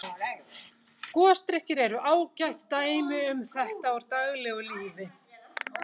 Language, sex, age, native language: Icelandic, female, 40-49, Icelandic